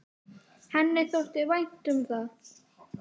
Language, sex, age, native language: Icelandic, female, 10, Icelandic